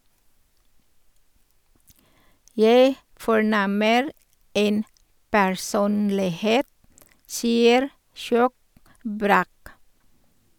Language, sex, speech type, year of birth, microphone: Norwegian, female, read, 1962, Shure